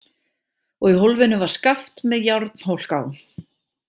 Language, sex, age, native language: Icelandic, female, 40-49, Icelandic